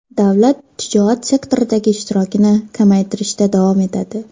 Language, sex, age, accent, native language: Uzbek, female, 12-17, Farg'ona, Uzbek